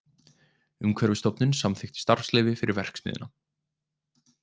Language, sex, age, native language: Icelandic, male, 20-29, Icelandic